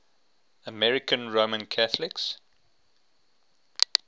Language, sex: English, male